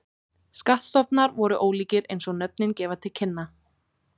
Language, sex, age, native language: Icelandic, female, 18-19, Icelandic